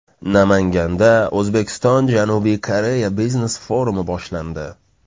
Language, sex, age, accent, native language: Uzbek, male, 25-34, Toshkent shahri, Uzbek